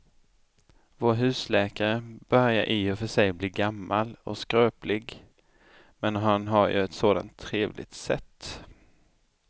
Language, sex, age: Swedish, male, 29